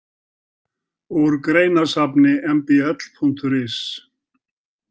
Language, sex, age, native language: Icelandic, male, 70-79, Icelandic